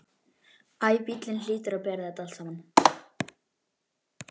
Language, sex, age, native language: Icelandic, male, 11, Icelandic